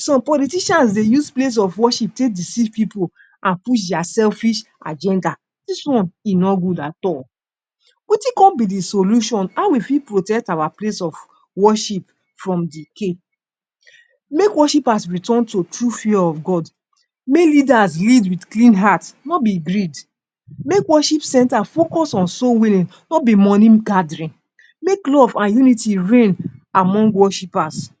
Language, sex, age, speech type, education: Nigerian Pidgin, female, 46-60, spontaneous, tertiary